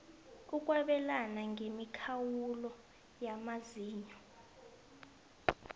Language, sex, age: South Ndebele, female, 22